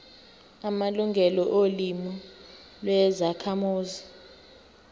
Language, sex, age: Zulu, female, 19